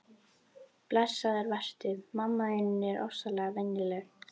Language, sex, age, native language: Icelandic, female, 12, Icelandic